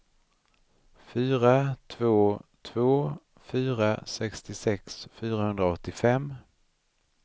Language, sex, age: Swedish, male, 39